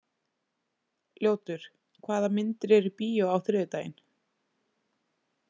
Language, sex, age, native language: Icelandic, female, 20-29, Icelandic